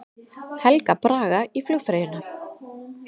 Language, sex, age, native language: Icelandic, female, 30-39, Icelandic